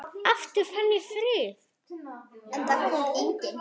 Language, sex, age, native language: Icelandic, female, 9, Icelandic